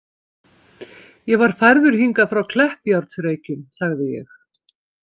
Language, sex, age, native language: Icelandic, female, 50-59, Icelandic